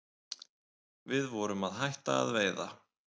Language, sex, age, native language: Icelandic, male, 20-29, Icelandic